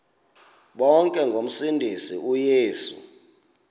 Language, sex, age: Xhosa, male, 26